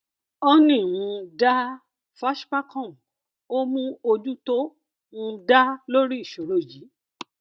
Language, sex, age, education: Yoruba, female, 30-45, tertiary